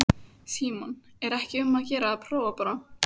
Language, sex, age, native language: Icelandic, female, 14, Icelandic